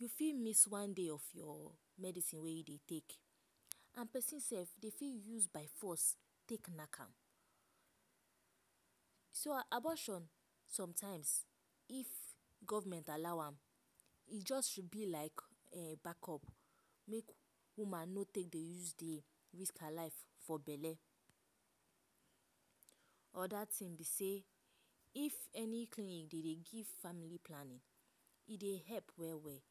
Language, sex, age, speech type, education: Nigerian Pidgin, female, 15-29, spontaneous, tertiary